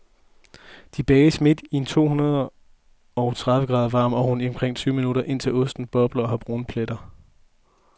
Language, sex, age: Danish, male, 20